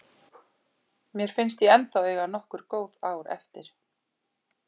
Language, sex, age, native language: Icelandic, female, 40-49, Icelandic